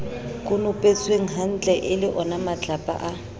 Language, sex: Southern Sotho, female